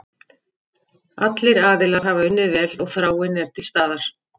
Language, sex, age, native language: Icelandic, female, 50-59, Icelandic